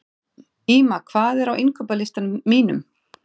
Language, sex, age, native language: Icelandic, female, 40-49, Icelandic